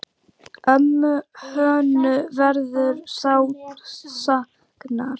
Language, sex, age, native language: Icelandic, female, 10, Icelandic